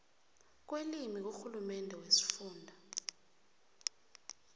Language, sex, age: South Ndebele, female, 24